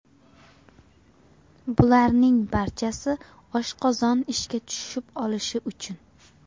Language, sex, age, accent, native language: Uzbek, female, 25-34, Farg'ona, Uzbek